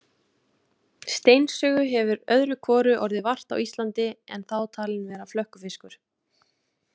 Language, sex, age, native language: Icelandic, female, 30-39, Icelandic